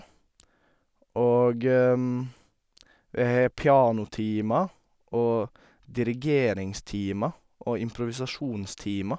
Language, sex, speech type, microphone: Norwegian, male, spontaneous, Sennheiser